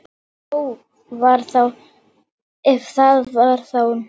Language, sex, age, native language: Icelandic, female, 8, Icelandic